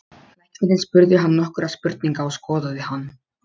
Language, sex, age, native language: Icelandic, male, 12, Polish